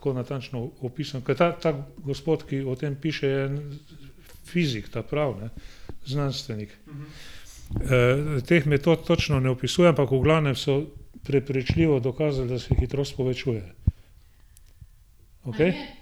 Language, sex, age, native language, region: Slovenian, male, 60+, Slovenian, Gorenjska region